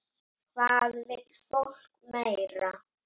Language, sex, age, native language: Icelandic, female, 8, Icelandic